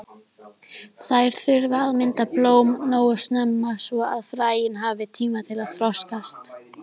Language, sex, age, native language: Icelandic, female, 20-29, Icelandic